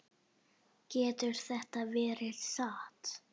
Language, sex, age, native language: Icelandic, female, 8, Icelandic